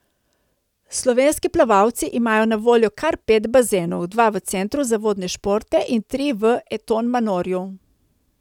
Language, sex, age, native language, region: Slovenian, female, 30-49, Slovenian, Coastal Karst region